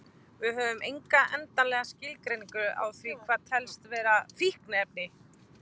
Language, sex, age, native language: Icelandic, female, 20-29, Icelandic